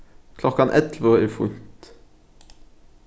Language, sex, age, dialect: Faroese, male, 15-35, Norðuroyggjar